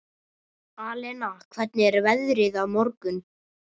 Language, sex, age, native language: Icelandic, female, 30-39, Russian